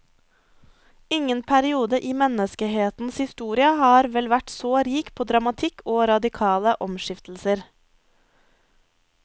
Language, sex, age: Norwegian, female, 23